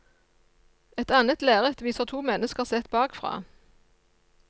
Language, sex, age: Norwegian, female, 54